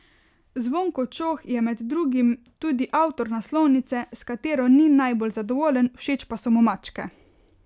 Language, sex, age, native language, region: Slovenian, female, 18-29, Slovenian, Carinthia region